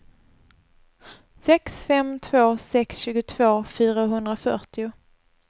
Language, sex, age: Swedish, female, 24